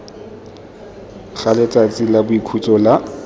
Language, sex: Tswana, male